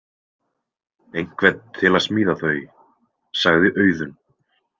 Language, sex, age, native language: Icelandic, male, 20-29, Icelandic